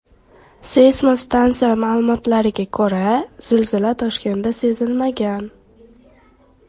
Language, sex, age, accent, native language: Uzbek, female, 12-17, Toshkent viloyati, Uzbek